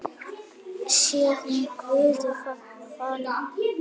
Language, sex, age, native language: Icelandic, male, 9, Icelandic